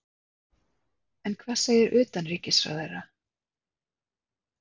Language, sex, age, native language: Icelandic, female, 30-39, Icelandic